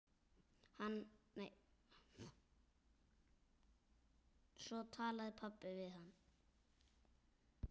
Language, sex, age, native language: Icelandic, male, 9, Icelandic